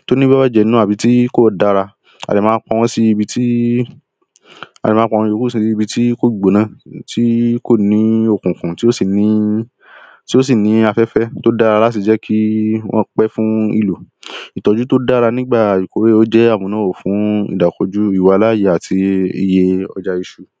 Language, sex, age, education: Yoruba, male, 15-29, primary